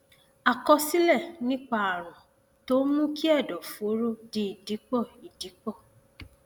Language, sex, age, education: Yoruba, female, 30-45, tertiary